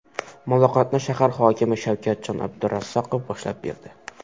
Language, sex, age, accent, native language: Uzbek, male, 12-17, Qoraqalpog'iston, Uzbek